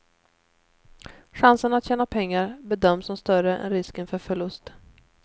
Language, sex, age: Swedish, female, 29